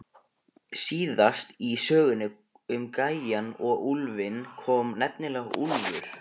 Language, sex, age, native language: Icelandic, male, 15, Icelandic